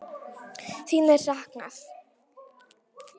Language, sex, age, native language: Icelandic, female, 9, Icelandic